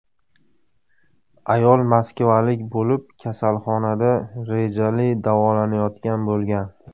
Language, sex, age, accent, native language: Uzbek, male, 25-34, Farg'ona, Uzbek